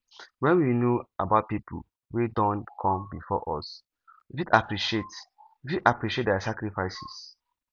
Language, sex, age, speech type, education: Nigerian Pidgin, male, 15-29, spontaneous, tertiary